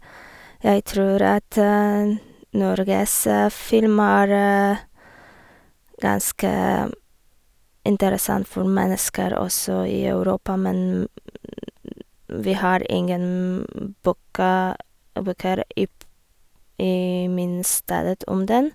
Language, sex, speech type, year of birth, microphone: Norwegian, female, spontaneous, 1987, Sennheiser